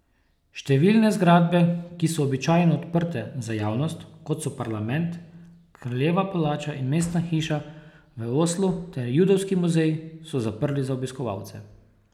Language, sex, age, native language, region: Slovenian, male, 30-49, Slovenian, Posavska region